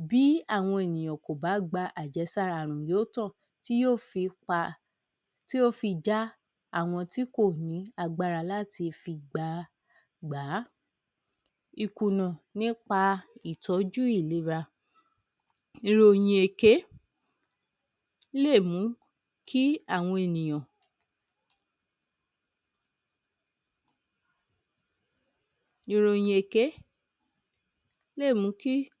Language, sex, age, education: Yoruba, female, 30-45, tertiary